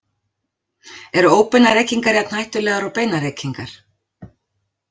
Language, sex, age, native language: Icelandic, female, 40-49, Icelandic